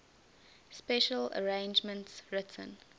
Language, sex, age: English, female, 20